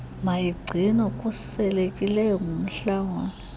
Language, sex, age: Xhosa, female, 22